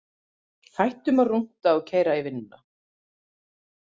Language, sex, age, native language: Icelandic, female, 30-39, Icelandic